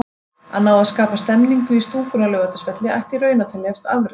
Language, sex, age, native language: Icelandic, female, 30-39, Icelandic